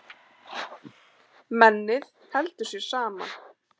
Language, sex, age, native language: Icelandic, female, 10, Icelandic